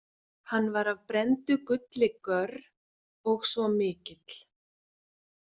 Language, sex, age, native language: Icelandic, female, 40-49, Icelandic